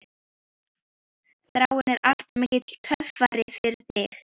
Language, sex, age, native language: Icelandic, female, 12, Icelandic